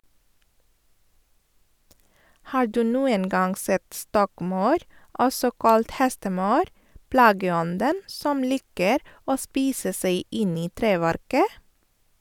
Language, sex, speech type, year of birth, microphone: Norwegian, female, read, 1983, Sennheiser